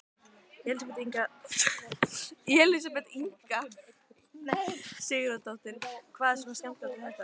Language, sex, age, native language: Icelandic, female, 15, Icelandic